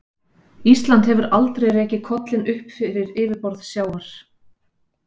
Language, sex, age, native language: Icelandic, female, 50-59, Icelandic